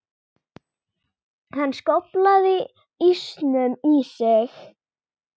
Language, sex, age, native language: Icelandic, female, 18-19, Icelandic